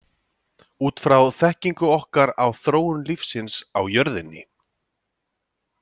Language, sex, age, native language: Icelandic, male, 30-39, Icelandic